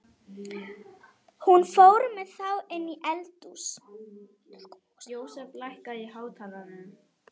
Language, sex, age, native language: Icelandic, female, 12, Icelandic